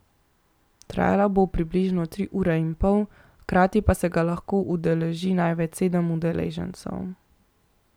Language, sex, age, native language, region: Slovenian, female, 18-29, Slovenian, Central Slovenia